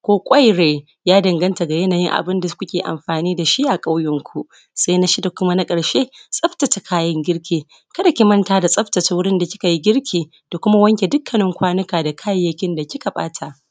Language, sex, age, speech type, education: Hausa, female, 30-45, spontaneous, secondary